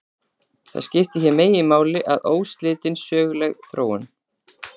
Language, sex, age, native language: Icelandic, female, 40-49, Icelandic